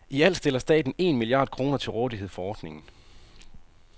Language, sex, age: Danish, male, 30